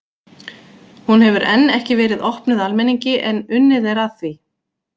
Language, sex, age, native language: Icelandic, female, 40-49, Icelandic